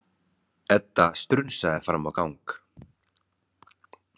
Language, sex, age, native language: Icelandic, male, 30-39, Icelandic